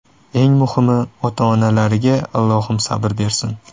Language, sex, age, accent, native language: Uzbek, male, 18-24, Toshkent shahri, Uzbek